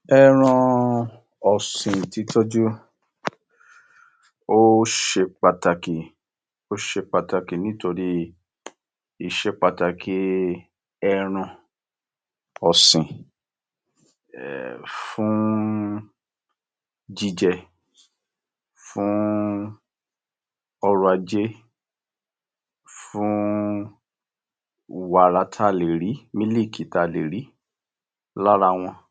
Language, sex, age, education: Yoruba, male, 60+, tertiary